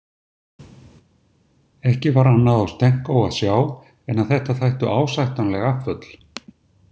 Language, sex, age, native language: Icelandic, male, 60-69, Icelandic